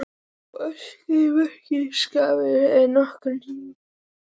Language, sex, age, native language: Icelandic, male, 12, Icelandic